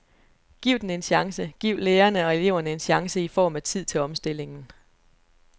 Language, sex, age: Danish, female, 29